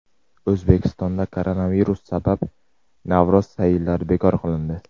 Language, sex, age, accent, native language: Uzbek, male, 18-24, Jizzax, Uzbek